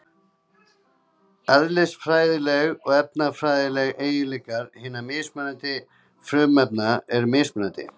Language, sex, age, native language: Icelandic, male, 20-29, Icelandic